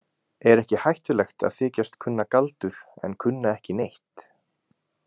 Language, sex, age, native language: Icelandic, male, 20-29, Icelandic